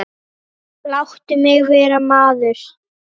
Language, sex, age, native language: Icelandic, female, 9, Icelandic